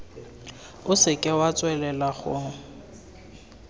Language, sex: Tswana, male